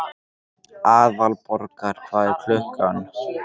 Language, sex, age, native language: Icelandic, male, 13, Icelandic